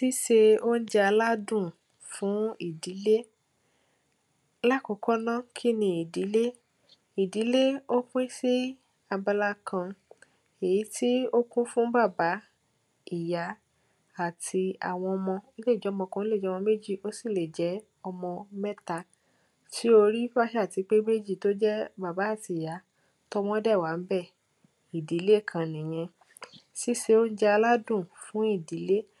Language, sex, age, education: Yoruba, female, 15-29, tertiary